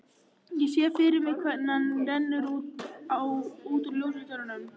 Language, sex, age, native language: Icelandic, female, 14, Icelandic